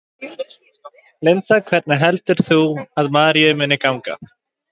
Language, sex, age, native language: Icelandic, male, 20-29, Icelandic